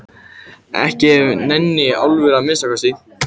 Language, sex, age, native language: Icelandic, male, 14, Icelandic